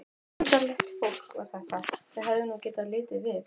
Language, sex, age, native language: Icelandic, female, 12, Icelandic